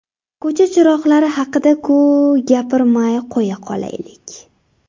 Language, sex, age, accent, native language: Uzbek, female, 18-24, Samarqand, Uzbek